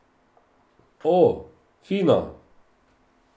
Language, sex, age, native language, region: Slovenian, male, 50-59, Slovenian, Drava region